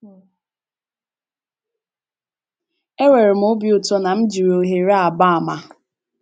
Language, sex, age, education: Igbo, female, 15-29, tertiary